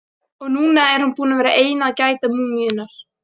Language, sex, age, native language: Icelandic, female, 18-19, Icelandic